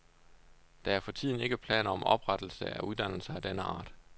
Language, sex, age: Danish, male, 29